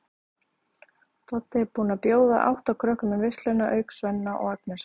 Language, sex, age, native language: Icelandic, female, 30-39, Icelandic